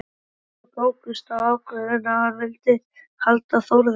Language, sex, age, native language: Icelandic, male, 12, Icelandic